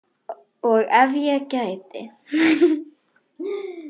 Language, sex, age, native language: Icelandic, female, 10, Icelandic